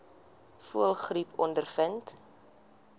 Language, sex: Afrikaans, female